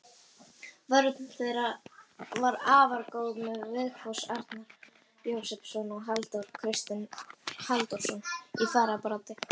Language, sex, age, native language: Icelandic, female, 18-19, Icelandic